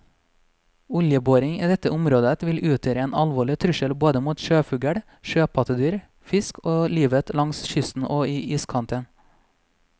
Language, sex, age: Norwegian, male, 26